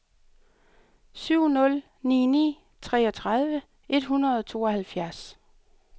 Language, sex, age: Danish, female, 38